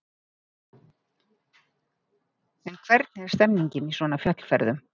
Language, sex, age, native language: Icelandic, female, 50-59, Icelandic